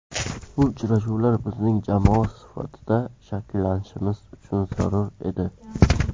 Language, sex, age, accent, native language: Uzbek, male, under 19, Qashqadaryo, Uzbek